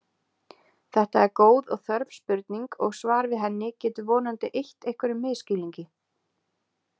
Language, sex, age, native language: Icelandic, female, 20-29, Icelandic